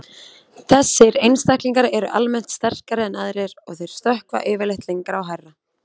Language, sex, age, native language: Icelandic, female, 20-29, Icelandic